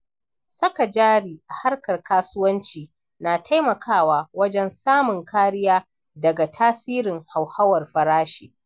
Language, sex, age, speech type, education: Hausa, female, 60+, read, primary